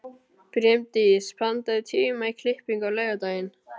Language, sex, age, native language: Icelandic, male, 12, Icelandic